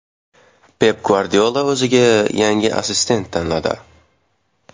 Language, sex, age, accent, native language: Uzbek, male, 18-24, Andijon, Uzbek